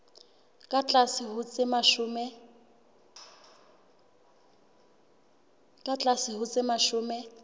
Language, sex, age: Southern Sotho, female, 21